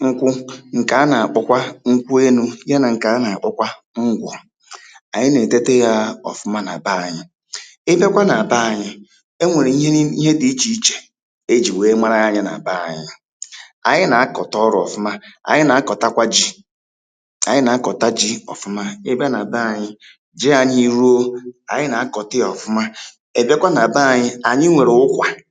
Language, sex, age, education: Igbo, male, 30-45, tertiary